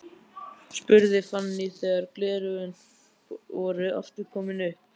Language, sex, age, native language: Icelandic, male, 12, Icelandic